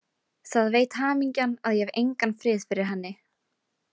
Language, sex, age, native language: Icelandic, female, 18-19, Icelandic